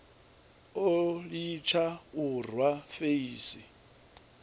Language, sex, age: Venda, male, 39